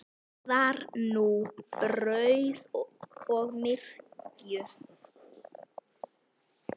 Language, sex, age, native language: Icelandic, female, 9, Icelandic